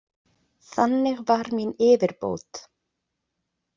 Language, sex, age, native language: Icelandic, female, 20-29, Icelandic